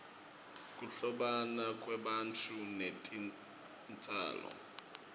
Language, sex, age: Swati, male, 25